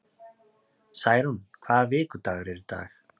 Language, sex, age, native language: Icelandic, male, 30-39, Icelandic